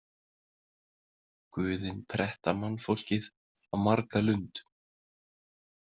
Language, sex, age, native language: Icelandic, male, 30-39, Icelandic